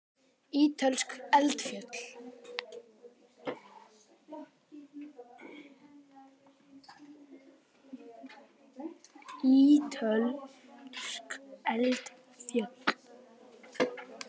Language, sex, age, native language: Icelandic, male, 18-19, Icelandic